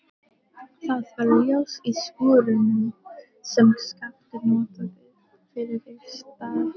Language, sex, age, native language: Icelandic, female, 12, Icelandic